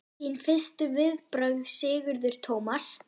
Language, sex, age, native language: Icelandic, female, 10, German